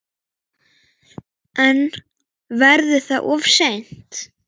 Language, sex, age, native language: Icelandic, female, 9, Icelandic